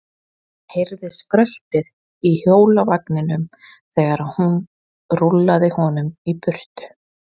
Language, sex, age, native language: Icelandic, female, 20-29, Icelandic